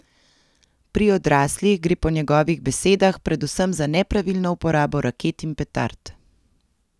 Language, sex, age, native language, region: Slovenian, female, 30-49, Slovenian, Central Slovenia